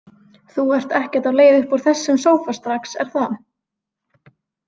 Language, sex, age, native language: Icelandic, female, 20-29, Icelandic